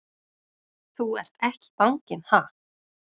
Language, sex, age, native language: Icelandic, female, 30-39, Icelandic